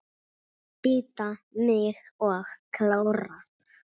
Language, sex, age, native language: Icelandic, male, 6, Icelandic